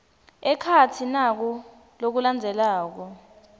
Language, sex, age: Swati, female, 19